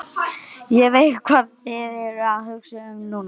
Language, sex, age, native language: Icelandic, male, 11, Icelandic